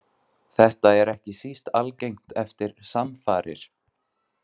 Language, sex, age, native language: Icelandic, male, 20-29, Icelandic